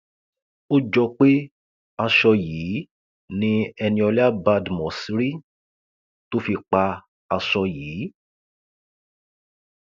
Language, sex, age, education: Yoruba, male, 30-45, tertiary